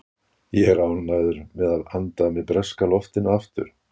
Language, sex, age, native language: Icelandic, male, 60-69, Icelandic